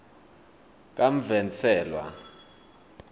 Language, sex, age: South Ndebele, male, 23